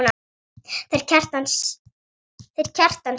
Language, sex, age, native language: Icelandic, female, 8, Icelandic